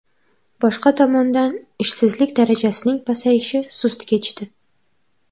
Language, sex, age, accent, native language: Uzbek, female, 12-17, Toshkent viloyati, Uzbek